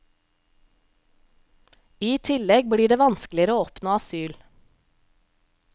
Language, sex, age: Norwegian, female, 35